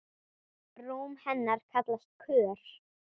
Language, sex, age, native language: Icelandic, female, 10, Icelandic